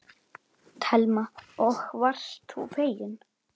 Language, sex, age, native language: Icelandic, male, 8, Icelandic